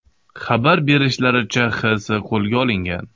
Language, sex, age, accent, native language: Uzbek, male, 25-34, Xorazm, Uzbek